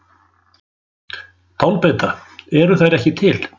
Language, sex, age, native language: Icelandic, male, 60-69, Icelandic